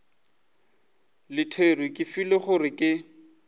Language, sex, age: Northern Sotho, male, 20